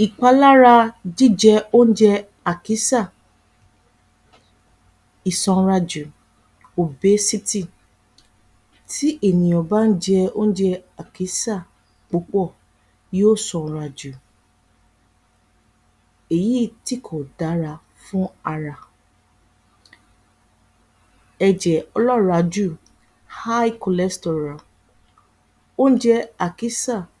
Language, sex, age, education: Yoruba, female, 30-45, tertiary